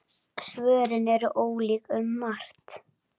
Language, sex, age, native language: Icelandic, male, 10, Icelandic